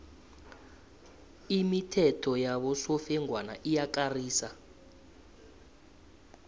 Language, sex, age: South Ndebele, male, 19